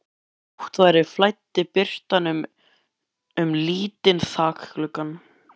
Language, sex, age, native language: Icelandic, male, 11, Icelandic